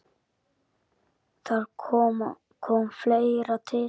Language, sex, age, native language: Icelandic, male, 10, Icelandic